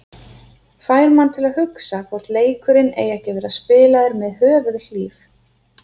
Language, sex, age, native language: Icelandic, female, 30-39, Icelandic